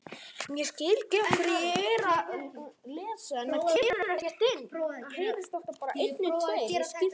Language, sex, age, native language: Icelandic, male, 9, Icelandic